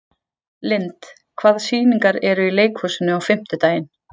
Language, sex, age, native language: Icelandic, female, 40-49, Icelandic